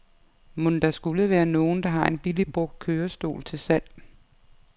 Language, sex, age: Danish, female, 55